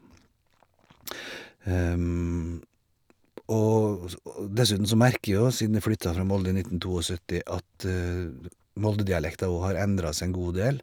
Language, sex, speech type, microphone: Norwegian, male, spontaneous, Shure